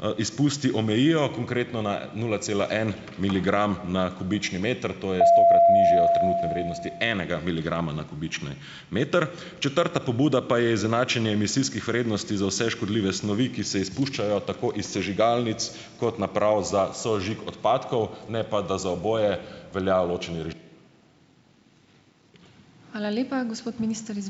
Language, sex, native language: Slovenian, male, Slovenian